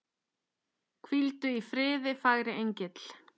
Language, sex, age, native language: Icelandic, female, 10, Icelandic